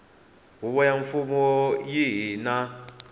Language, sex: Tsonga, male